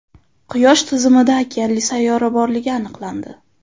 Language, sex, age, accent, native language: Uzbek, female, 25-34, Qashqadaryo, Uzbek